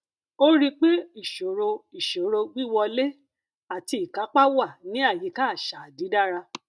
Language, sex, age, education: Yoruba, female, 30-45, tertiary